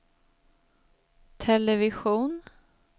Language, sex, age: Swedish, female, 23